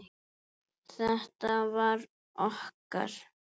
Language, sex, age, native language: Icelandic, female, 7, Icelandic